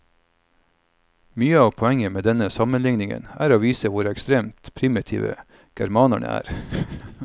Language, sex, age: Norwegian, male, 45